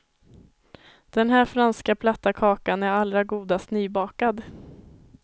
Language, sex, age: Swedish, female, 21